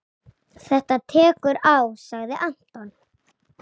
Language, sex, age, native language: Icelandic, female, 6, Icelandic